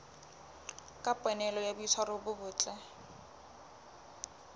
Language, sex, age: Southern Sotho, female, 23